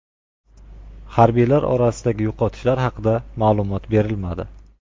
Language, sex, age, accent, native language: Uzbek, male, 25-34, Qashqadaryo, Uzbek